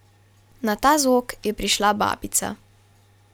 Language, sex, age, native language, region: Slovenian, female, 12-17, Slovenian, Carinthia region